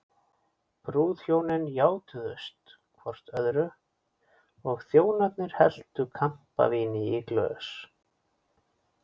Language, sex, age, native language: Icelandic, male, 40-49, Icelandic